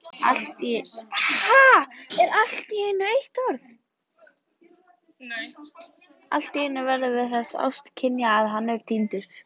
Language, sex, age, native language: Icelandic, female, 14, Icelandic